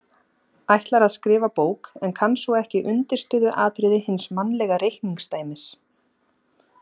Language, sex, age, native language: Icelandic, female, 30-39, Icelandic